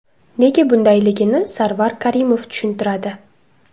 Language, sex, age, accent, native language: Uzbek, female, 19-29, Toshkent shahri, Uzbek